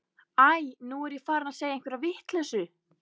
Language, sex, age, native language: Icelandic, female, 11, Icelandic